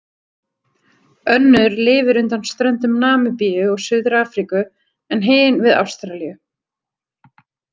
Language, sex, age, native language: Icelandic, female, 30-39, Icelandic